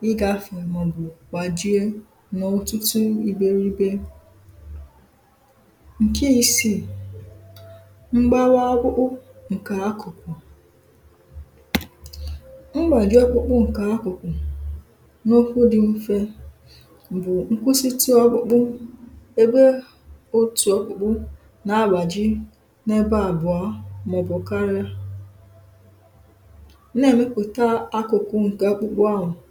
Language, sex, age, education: Igbo, female, 15-29, tertiary